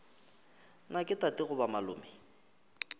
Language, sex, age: Northern Sotho, male, 23